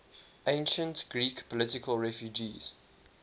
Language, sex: English, male